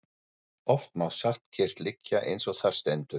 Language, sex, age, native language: Icelandic, male, 40-49, German